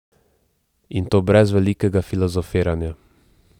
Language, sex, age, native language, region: Slovenian, male, 18-29, Slovenian, Central Slovenia